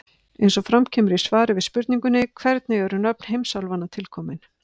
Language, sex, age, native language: Icelandic, female, 50-59, Icelandic